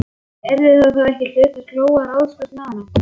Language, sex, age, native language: Icelandic, male, 11, Icelandic